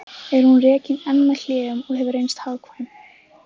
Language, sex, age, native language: Icelandic, female, 15, Icelandic